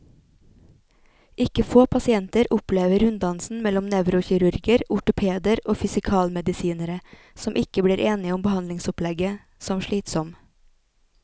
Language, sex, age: Norwegian, female, 28